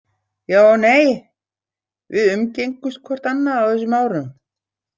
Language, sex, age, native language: Icelandic, female, 60-69, Icelandic